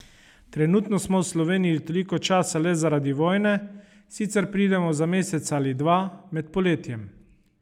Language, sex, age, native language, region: Slovenian, male, 30-49, Slovenian, Savinja region